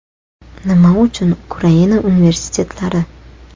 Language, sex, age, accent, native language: Uzbek, female, 18-24, Toshkent shahri, Uzbek